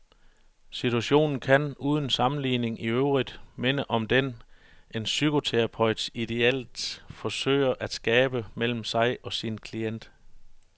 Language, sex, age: Danish, male, 41